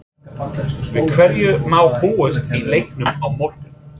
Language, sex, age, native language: Icelandic, male, 30-39, English